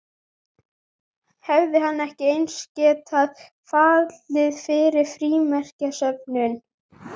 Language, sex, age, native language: Icelandic, female, 11, Icelandic